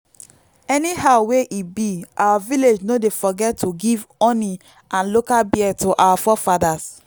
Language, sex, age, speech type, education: Nigerian Pidgin, female, 15-29, spontaneous, tertiary